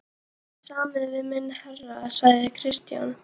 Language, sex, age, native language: Icelandic, female, 12, Icelandic